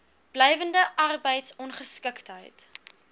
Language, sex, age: Afrikaans, female, 21